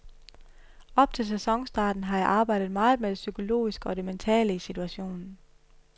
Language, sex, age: Danish, female, 31